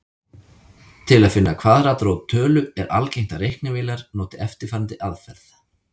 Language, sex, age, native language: Icelandic, male, 30-39, Icelandic